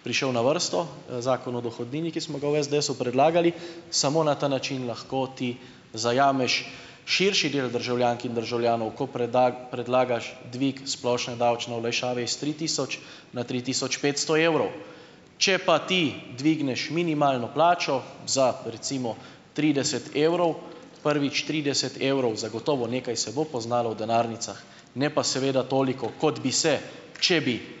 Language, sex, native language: Slovenian, male, Slovenian